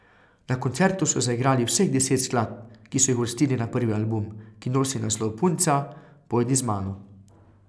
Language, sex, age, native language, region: Slovenian, male, 30-49, Slovenian, Carinthia region